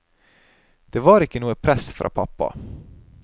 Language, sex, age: Norwegian, male, 30